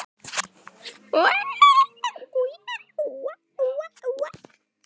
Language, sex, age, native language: Icelandic, male, 10, Icelandic